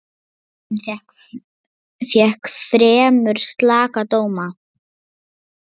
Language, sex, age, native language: Icelandic, female, 9, Lithuanian